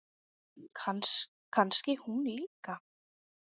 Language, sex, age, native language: Icelandic, female, 10, Icelandic